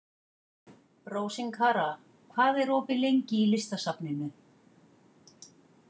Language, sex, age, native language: Icelandic, female, 50-59, Icelandic